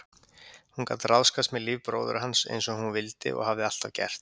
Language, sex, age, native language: Icelandic, male, 50-59, Icelandic